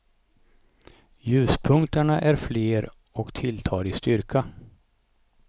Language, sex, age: Swedish, male, 55